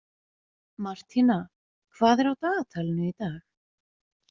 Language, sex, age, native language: Icelandic, female, 20-29, Icelandic